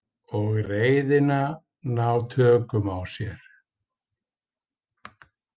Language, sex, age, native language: Icelandic, male, 50-59, Icelandic